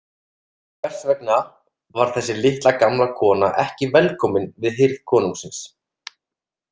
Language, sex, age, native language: Icelandic, male, 30-39, Icelandic